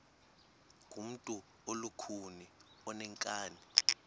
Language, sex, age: Xhosa, male, 19